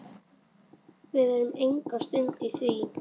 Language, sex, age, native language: Icelandic, female, 11, Icelandic